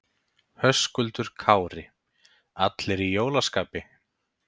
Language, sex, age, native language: Icelandic, male, 30-39, Icelandic